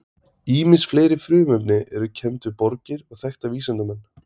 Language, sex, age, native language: Icelandic, male, 20-29, Icelandic